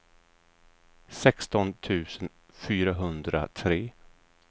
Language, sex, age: Swedish, male, 34